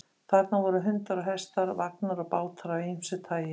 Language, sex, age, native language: Icelandic, female, 50-59, Icelandic